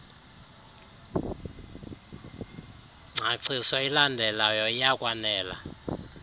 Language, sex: Xhosa, male